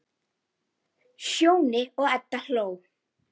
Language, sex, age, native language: Icelandic, female, 10, Icelandic